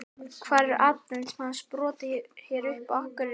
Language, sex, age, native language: Icelandic, male, 12, Icelandic